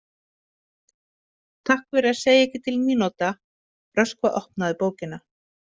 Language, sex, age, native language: Icelandic, female, 50-59, Icelandic